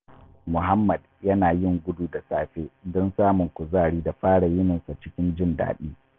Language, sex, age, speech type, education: Hausa, male, 30-45, read, tertiary